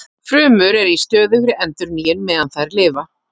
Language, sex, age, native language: Icelandic, female, 40-49, Icelandic